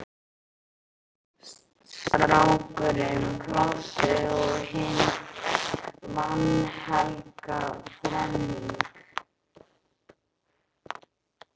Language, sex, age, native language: Icelandic, male, 11, Icelandic